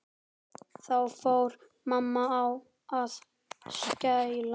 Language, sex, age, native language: Icelandic, male, 10, Icelandic